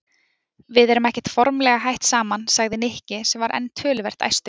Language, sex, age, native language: Icelandic, female, 20-29, Icelandic